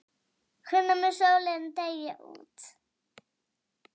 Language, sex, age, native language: Icelandic, male, 30-39, Icelandic